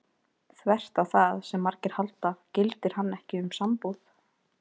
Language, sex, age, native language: Icelandic, female, 20-29, Icelandic